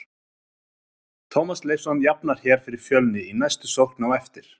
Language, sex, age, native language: Icelandic, male, 30-39, Icelandic